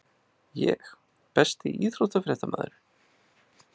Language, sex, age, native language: Icelandic, male, 30-39, Icelandic